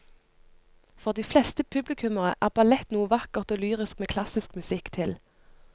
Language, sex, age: Norwegian, female, 25